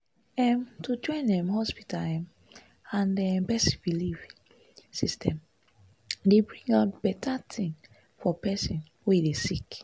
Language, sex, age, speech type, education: Nigerian Pidgin, female, 15-29, spontaneous, tertiary